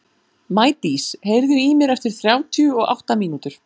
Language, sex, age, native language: Icelandic, female, 40-49, Icelandic